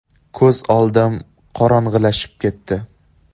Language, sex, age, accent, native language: Uzbek, male, 18-24, Andijon, Uzbek